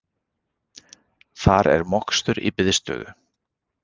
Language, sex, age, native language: Icelandic, male, 40-49, Icelandic